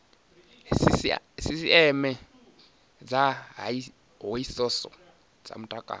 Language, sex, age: Venda, male, 19